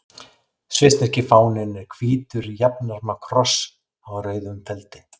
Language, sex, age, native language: Icelandic, male, 40-49, Icelandic